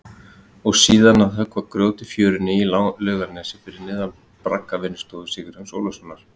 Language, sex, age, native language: Icelandic, male, 30-39, Icelandic